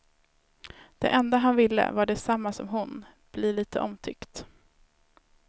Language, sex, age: Swedish, female, 19